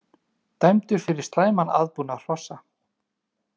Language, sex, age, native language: Icelandic, male, 30-39, Icelandic